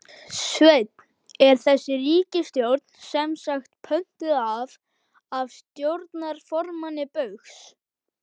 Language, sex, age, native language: Icelandic, male, 11, Icelandic